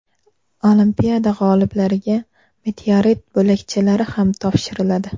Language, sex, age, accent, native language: Uzbek, female, 18-24, Namangan, Uzbek